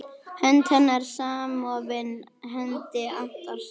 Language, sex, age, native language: Icelandic, female, 10, Icelandic